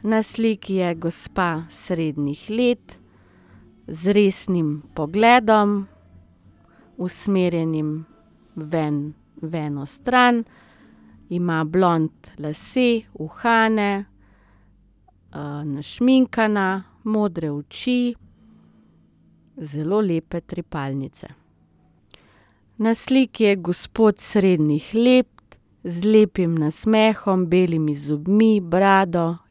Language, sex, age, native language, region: Slovenian, female, 30-49, Slovenian, Southeast Slovenia